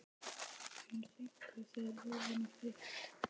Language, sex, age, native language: Icelandic, female, 10, Icelandic